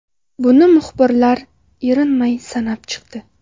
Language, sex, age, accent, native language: Uzbek, female, 18-24, Farg'ona, Uzbek